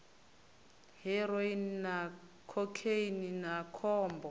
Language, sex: Venda, female